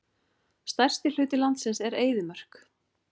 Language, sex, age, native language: Icelandic, female, 40-49, Icelandic